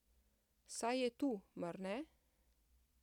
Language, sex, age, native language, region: Slovenian, female, 50-59, Slovenian, Central Slovenia